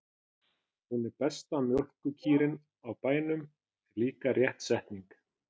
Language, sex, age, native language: Icelandic, male, 30-39, Icelandic